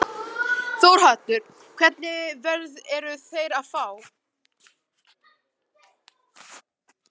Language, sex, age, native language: Icelandic, male, 11, Icelandic